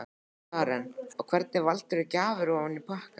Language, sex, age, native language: Icelandic, male, 12, Icelandic